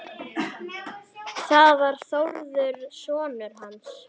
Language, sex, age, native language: Icelandic, female, 9, Icelandic